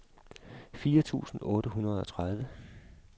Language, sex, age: Danish, male, 52